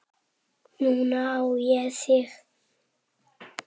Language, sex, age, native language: Icelandic, male, 7, Icelandic